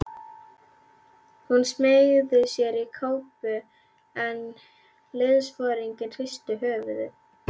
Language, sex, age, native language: Icelandic, female, 11, Icelandic